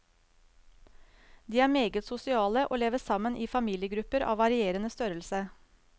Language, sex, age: Norwegian, female, 35